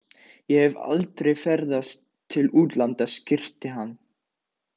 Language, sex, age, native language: Icelandic, male, 18-19, Dutch